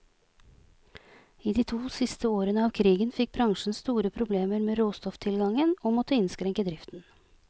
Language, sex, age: Norwegian, female, 46